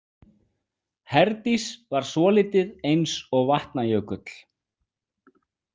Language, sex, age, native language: Icelandic, male, 40-49, Icelandic